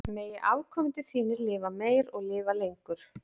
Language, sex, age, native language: Icelandic, female, 40-49, Icelandic